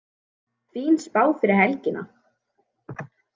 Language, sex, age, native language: Icelandic, female, 18-19, Icelandic